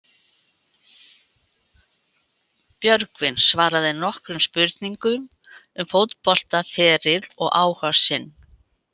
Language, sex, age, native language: Icelandic, female, 80-89, Icelandic